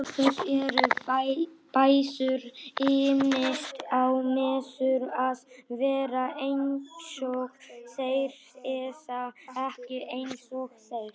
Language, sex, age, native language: Icelandic, male, 18-19, Icelandic